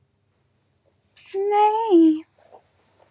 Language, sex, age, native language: Icelandic, female, 11, Icelandic